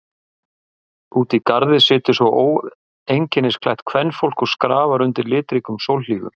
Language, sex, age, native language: Icelandic, male, 50-59, Icelandic